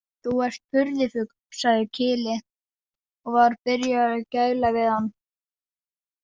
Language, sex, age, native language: Icelandic, female, 40-49, Danish